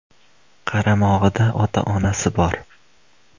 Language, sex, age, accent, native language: Uzbek, male, under 19, Andijon, Uzbek